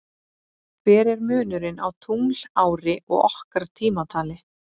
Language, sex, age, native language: Icelandic, female, 30-39, Icelandic